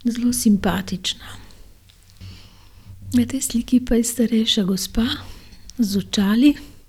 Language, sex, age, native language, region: Slovenian, female, 60+, Slovenian, Gorenjska region